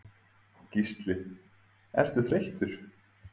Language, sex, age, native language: Icelandic, male, 30-39, Icelandic